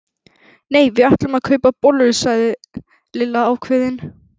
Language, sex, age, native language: Icelandic, female, 11, Icelandic